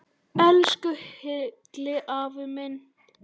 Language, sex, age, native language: Icelandic, male, 10, Icelandic